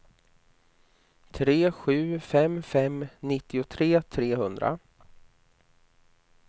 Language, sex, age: Swedish, male, 29